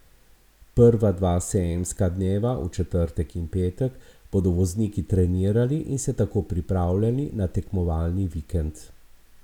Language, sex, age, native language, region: Slovenian, male, 50-59, Slovenian, Abroad